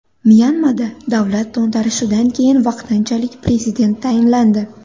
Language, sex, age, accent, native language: Uzbek, female, 19-29, Andijon, Uzbek